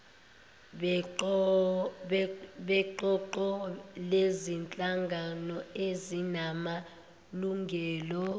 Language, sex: Zulu, female